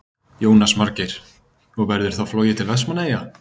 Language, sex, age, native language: Icelandic, male, 20-29, Icelandic